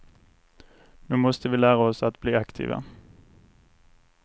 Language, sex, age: Swedish, male, 24